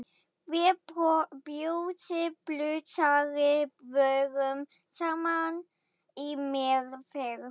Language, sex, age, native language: Icelandic, female, 11, German